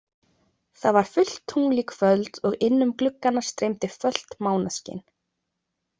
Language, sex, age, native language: Icelandic, female, 20-29, Icelandic